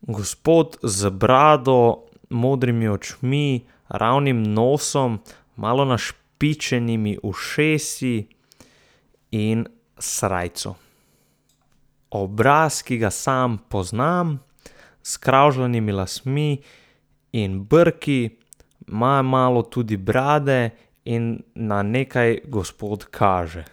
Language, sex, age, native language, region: Slovenian, male, 18-29, Slovenian, Southeast Slovenia